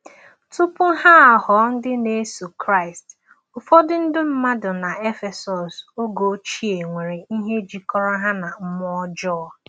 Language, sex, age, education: Igbo, female, 15-29, tertiary